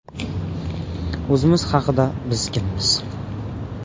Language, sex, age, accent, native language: Uzbek, male, 18-24, Farg'ona, Uzbek